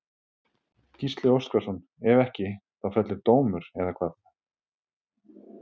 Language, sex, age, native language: Icelandic, male, 30-39, Icelandic